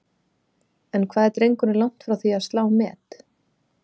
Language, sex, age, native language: Icelandic, female, 30-39, Icelandic